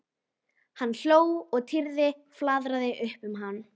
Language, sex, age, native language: Icelandic, female, 12, Icelandic